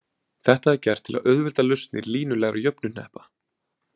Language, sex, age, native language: Icelandic, male, 20-29, Icelandic